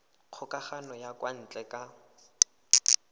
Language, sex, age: Tswana, male, 19